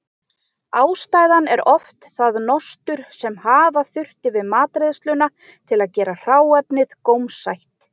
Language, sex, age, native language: Icelandic, female, 20-29, Icelandic